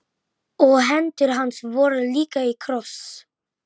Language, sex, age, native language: Icelandic, male, 11, Icelandic